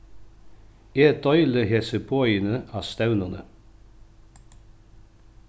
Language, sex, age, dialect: Faroese, male, 36-60, Norðuroyggjar